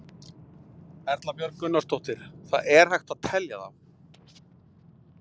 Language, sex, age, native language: Icelandic, male, 40-49, Icelandic